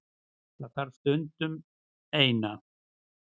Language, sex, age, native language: Icelandic, male, 60-69, Icelandic